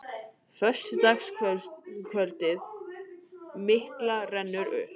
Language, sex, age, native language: Icelandic, male, 18-19, Icelandic